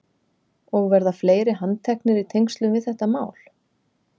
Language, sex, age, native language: Icelandic, female, 30-39, Icelandic